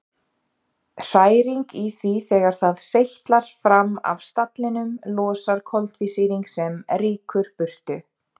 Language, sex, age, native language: Icelandic, female, 30-39, Icelandic